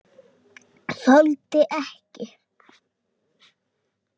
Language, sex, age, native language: Icelandic, male, 7, Icelandic